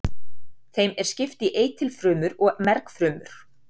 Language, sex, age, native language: Icelandic, female, 40-49, Icelandic